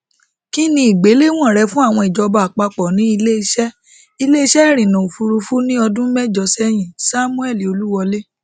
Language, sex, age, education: Yoruba, female, 30-45, tertiary